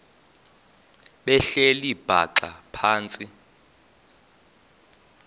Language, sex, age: Xhosa, male, 24